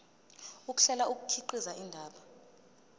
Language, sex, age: Zulu, female, 20